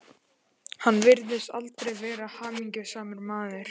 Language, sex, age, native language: Icelandic, male, 12, Icelandic